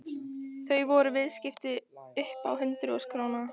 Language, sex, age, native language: Icelandic, female, 14, Icelandic